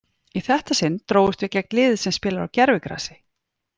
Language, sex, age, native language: Icelandic, female, 40-49, Icelandic